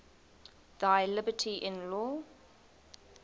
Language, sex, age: English, female, 20